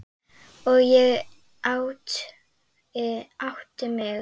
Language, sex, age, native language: Icelandic, female, 8, Icelandic